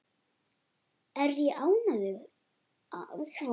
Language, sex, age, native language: Icelandic, female, 9, Icelandic